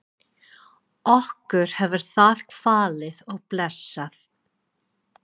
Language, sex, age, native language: Icelandic, female, 40-49, English